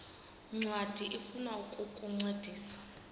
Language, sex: Xhosa, female